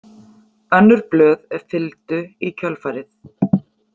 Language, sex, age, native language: Icelandic, female, 40-49, Icelandic